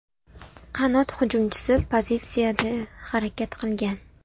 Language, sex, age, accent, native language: Uzbek, female, 19-29, Toshkent viloyati, Uzbek